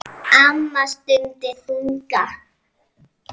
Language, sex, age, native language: Icelandic, female, 6, Icelandic